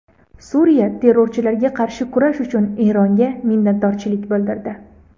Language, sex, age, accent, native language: Uzbek, female, 18-24, Andijon, Uzbek